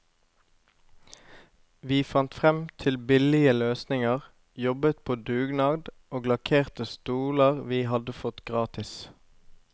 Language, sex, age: Norwegian, male, 25